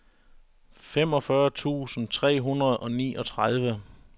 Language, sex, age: Danish, male, 41